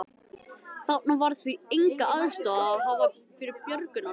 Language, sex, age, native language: Icelandic, male, 13, Icelandic